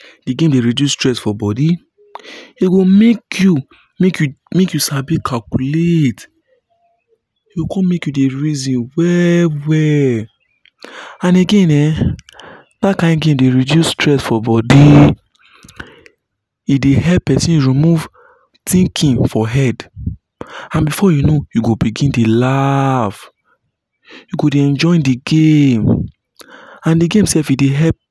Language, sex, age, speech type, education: Nigerian Pidgin, male, 15-29, spontaneous, tertiary